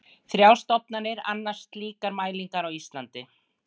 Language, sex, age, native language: Icelandic, female, 60-69, Icelandic